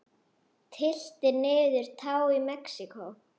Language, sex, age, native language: Icelandic, female, 9, Icelandic